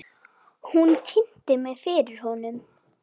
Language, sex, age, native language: Icelandic, female, 9, Icelandic